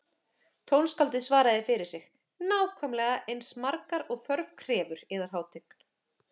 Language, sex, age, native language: Icelandic, female, 30-39, Icelandic